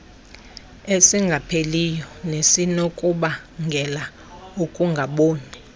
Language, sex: Xhosa, female